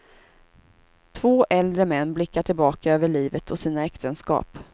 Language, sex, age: Swedish, female, 32